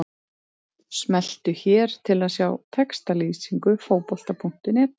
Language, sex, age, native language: Icelandic, female, 30-39, Icelandic